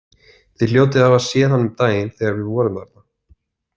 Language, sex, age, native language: Icelandic, male, 30-39, Icelandic